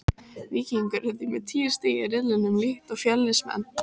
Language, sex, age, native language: Icelandic, female, 18-19, Icelandic